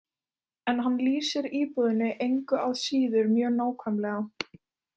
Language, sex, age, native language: Icelandic, female, 18-19, Icelandic